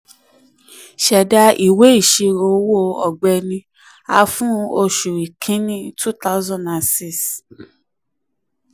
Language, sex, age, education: Yoruba, female, 15-29, tertiary